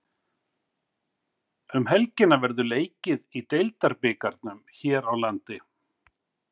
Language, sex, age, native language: Icelandic, male, 50-59, Icelandic